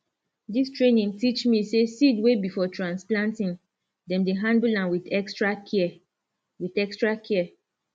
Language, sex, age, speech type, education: Nigerian Pidgin, female, 15-29, spontaneous, tertiary